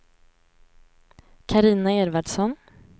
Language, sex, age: Swedish, female, 18